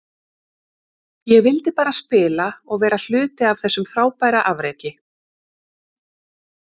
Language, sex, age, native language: Icelandic, female, 50-59, Icelandic